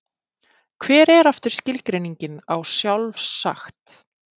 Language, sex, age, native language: Icelandic, female, 30-39, Icelandic